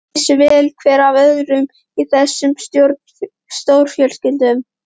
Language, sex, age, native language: Icelandic, female, 12, Icelandic